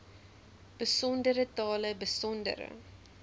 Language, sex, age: Afrikaans, female, 20